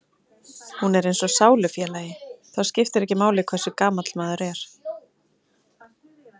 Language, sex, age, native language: Icelandic, female, 30-39, Icelandic